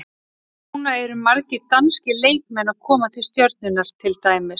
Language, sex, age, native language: Icelandic, female, 30-39, Icelandic